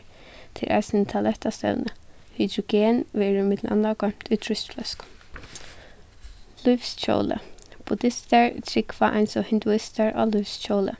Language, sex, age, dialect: Faroese, female, 15-35, Suðuroy